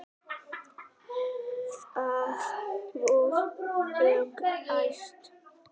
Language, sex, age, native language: Icelandic, male, 8, Icelandic